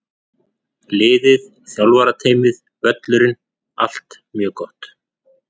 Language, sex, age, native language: Icelandic, male, 40-49, Icelandic